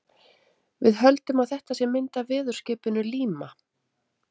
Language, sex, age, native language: Icelandic, female, 30-39, Icelandic